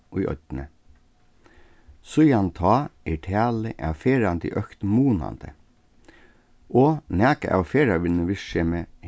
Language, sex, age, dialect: Faroese, male, 36-60, Suðurstreymoy